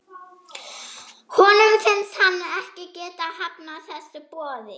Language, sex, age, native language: Icelandic, female, 11, German